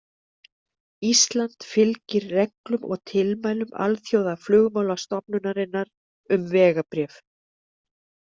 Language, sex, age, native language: Icelandic, female, 60-69, Icelandic